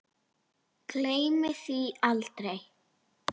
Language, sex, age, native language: Icelandic, female, 8, Icelandic